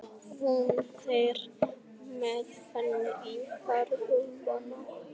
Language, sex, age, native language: Icelandic, male, 11, Icelandic